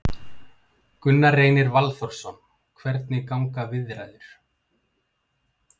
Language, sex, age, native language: Icelandic, male, 50-59, Icelandic